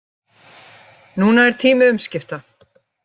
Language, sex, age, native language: Icelandic, female, 50-59, Icelandic